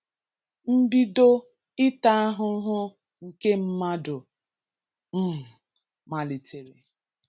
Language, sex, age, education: Igbo, female, 30-45, tertiary